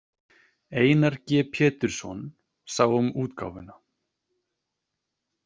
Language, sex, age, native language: Icelandic, male, 30-39, Icelandic